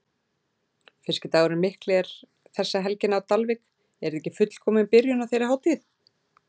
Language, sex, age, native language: Icelandic, female, 40-49, Icelandic